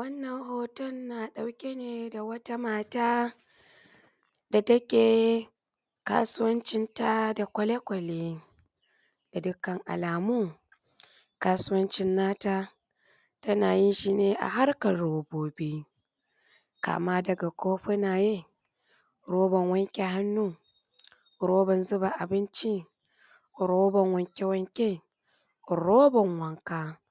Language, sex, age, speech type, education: Hausa, female, 30-45, spontaneous, tertiary